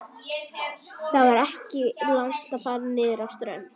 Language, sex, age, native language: Icelandic, female, 12, Icelandic